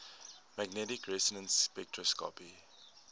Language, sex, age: English, male, 19